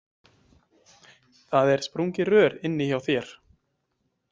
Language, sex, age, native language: Icelandic, male, 20-29, Icelandic